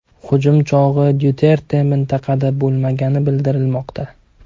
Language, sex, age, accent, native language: Uzbek, male, 18-24, Toshkent shahri, Uzbek